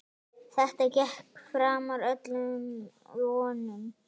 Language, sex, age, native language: Icelandic, male, 9, Icelandic